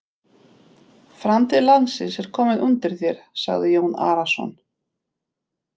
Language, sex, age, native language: Icelandic, female, 50-59, Polish